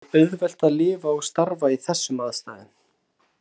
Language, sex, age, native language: Icelandic, male, 30-39, Icelandic